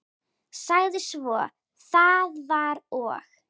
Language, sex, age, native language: Icelandic, female, 10, Icelandic